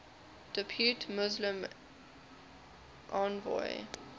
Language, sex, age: English, female, 20